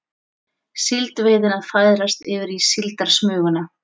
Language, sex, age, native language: Icelandic, female, 40-49, Icelandic